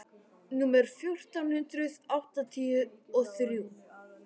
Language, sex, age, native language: Icelandic, male, 11, Icelandic